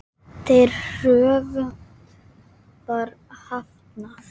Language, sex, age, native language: Icelandic, female, 8, Icelandic